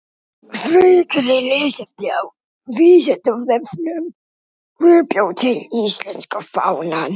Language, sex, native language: Icelandic, other, Icelandic